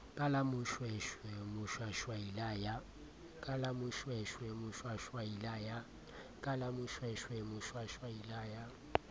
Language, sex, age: Southern Sotho, male, 30